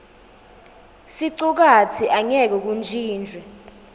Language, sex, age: Swati, female, 19